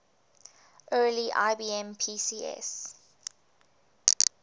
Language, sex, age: English, female, 20